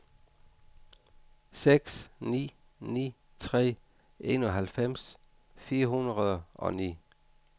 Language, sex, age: Danish, male, 49